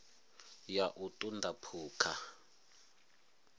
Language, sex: Venda, male